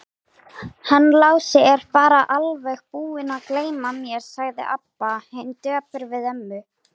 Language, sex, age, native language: Icelandic, female, 18-19, Icelandic